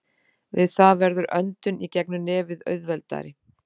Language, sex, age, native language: Icelandic, female, 40-49, Icelandic